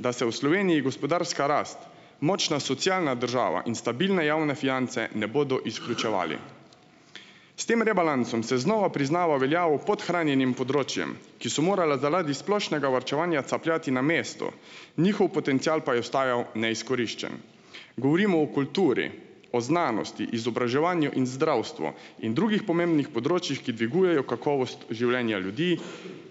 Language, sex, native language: Slovenian, male, Slovenian